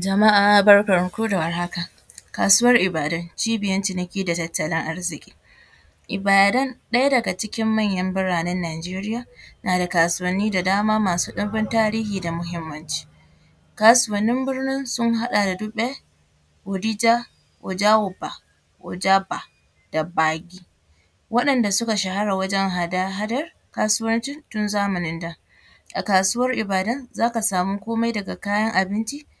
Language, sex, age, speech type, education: Hausa, female, 15-29, spontaneous, secondary